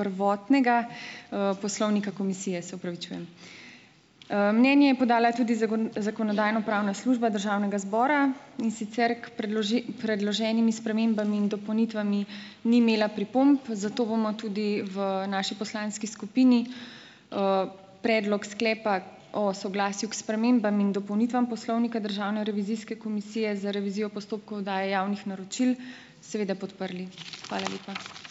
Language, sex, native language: Slovenian, female, Slovenian